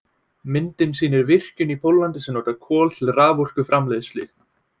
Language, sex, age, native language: Icelandic, male, 18-19, Icelandic